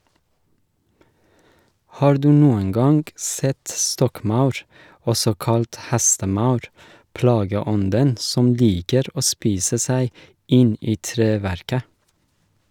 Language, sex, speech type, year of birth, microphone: Norwegian, male, read, 1981, Shure